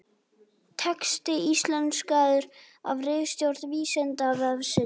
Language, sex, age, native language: Icelandic, male, 18-19, Icelandic